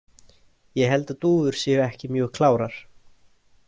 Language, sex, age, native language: Icelandic, male, 20-29, Icelandic